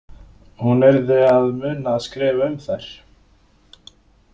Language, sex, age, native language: Icelandic, male, 20-29, Icelandic